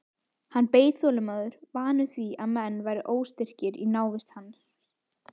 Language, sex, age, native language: Icelandic, female, 18-19, Icelandic